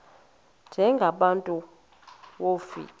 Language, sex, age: Xhosa, female, 20